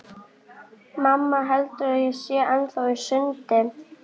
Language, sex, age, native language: Icelandic, male, 11, Icelandic